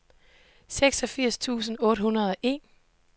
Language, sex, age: Danish, female, 18